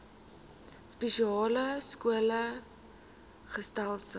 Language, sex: Afrikaans, female